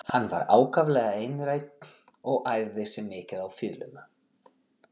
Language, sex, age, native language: Icelandic, male, 40-49, Portuguese